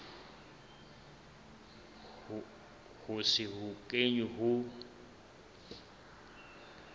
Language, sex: Southern Sotho, male